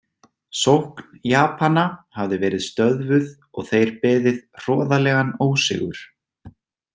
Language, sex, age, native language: Icelandic, male, 20-29, Icelandic